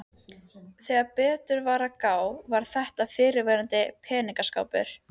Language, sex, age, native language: Icelandic, female, 13, Icelandic